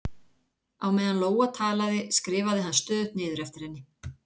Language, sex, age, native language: Icelandic, female, 40-49, Icelandic